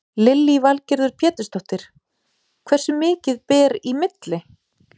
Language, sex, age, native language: Icelandic, female, 40-49, Icelandic